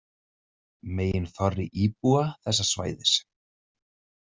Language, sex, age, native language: Icelandic, male, 30-39, Icelandic